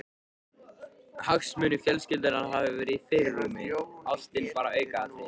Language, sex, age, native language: Icelandic, male, 13, Icelandic